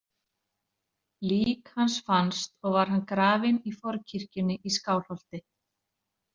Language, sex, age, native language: Icelandic, female, 40-49, Icelandic